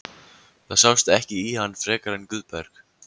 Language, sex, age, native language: Icelandic, male, 14, Icelandic